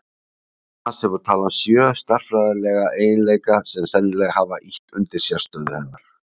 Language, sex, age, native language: Icelandic, male, 60-69, Icelandic